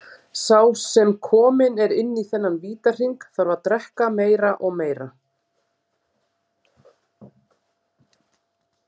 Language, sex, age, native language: Icelandic, female, 40-49, Icelandic